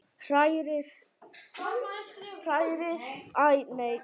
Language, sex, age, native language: Icelandic, male, 8, Icelandic